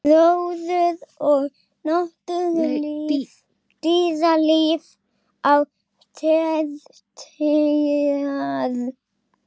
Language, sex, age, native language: Icelandic, female, 8, Icelandic